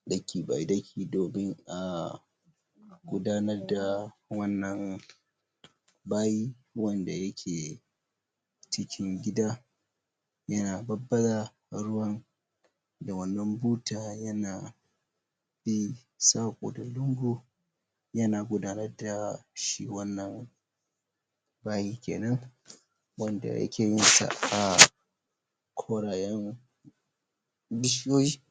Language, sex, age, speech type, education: Hausa, male, 15-29, spontaneous, primary